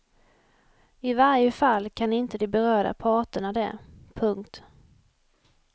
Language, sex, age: Swedish, female, 28